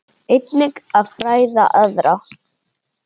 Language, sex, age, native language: Icelandic, female, 10, Icelandic